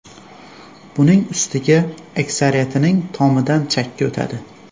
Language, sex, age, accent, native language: Uzbek, male, 25-34, Xorazm, Uzbek